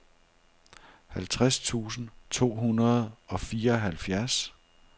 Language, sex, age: Danish, male, 42